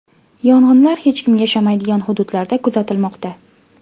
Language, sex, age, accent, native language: Uzbek, female, 18-24, Farg'ona, Uzbek